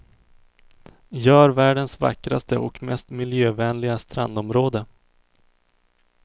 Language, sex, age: Swedish, male, 24